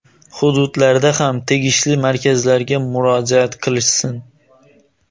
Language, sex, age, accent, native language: Uzbek, male, 18-24, Xorazm, Uzbek